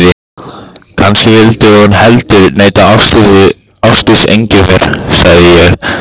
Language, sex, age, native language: Icelandic, male, 15, Icelandic